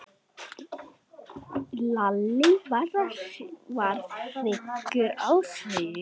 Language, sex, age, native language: Icelandic, male, 10, Icelandic